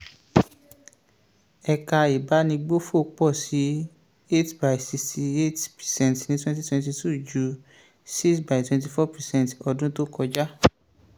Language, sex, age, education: Yoruba, male, 15-29, tertiary